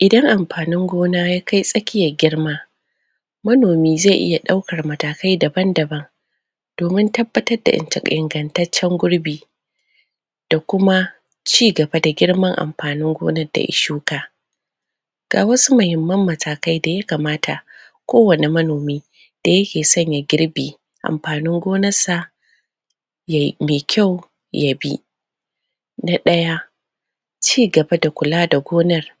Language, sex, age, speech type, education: Hausa, female, 30-45, spontaneous, secondary